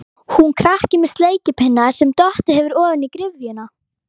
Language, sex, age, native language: Icelandic, female, 11, Icelandic